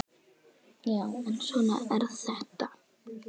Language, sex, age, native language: Icelandic, female, 9, Icelandic